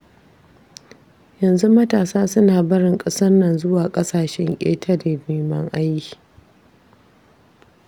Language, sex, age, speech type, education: Hausa, female, 15-29, read, tertiary